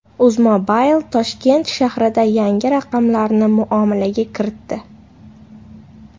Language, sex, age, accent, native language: Uzbek, female, 18-24, Namangan, Uzbek